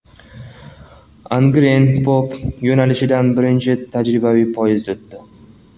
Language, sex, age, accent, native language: Uzbek, male, 19-29, Andijon, Uzbek